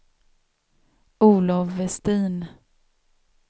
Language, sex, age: Swedish, female, 27